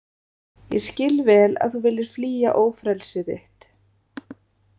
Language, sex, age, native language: Icelandic, female, 30-39, Icelandic